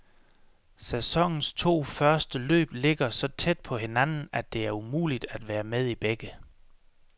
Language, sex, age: Danish, male, 33